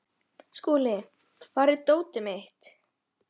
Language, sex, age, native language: Icelandic, female, 11, Polish